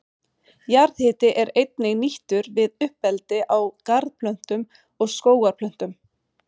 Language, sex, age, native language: Icelandic, female, 40-49, Swedish